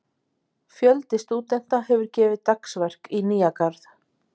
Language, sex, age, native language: Icelandic, female, 50-59, Icelandic